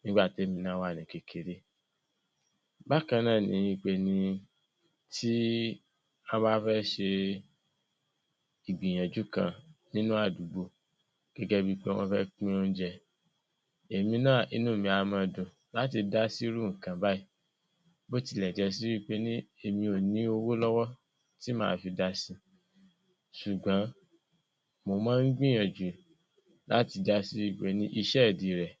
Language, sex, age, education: Yoruba, male, 15-29, secondary